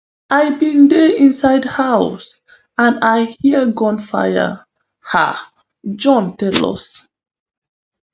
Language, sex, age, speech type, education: Nigerian Pidgin, female, 15-29, spontaneous, tertiary